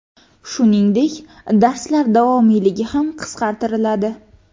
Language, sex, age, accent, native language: Uzbek, female, under 19, Qoraqalpog'iston, Uzbek